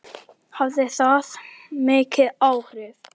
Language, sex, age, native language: Icelandic, male, 10, Icelandic